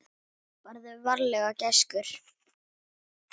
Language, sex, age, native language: Icelandic, female, 10, Icelandic